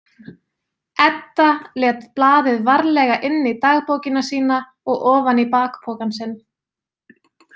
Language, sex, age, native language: Icelandic, female, 20-29, Icelandic